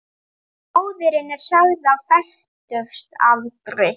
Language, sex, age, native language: Icelandic, female, 30-39, Icelandic